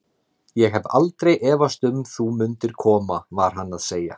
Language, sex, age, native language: Icelandic, male, 30-39, Icelandic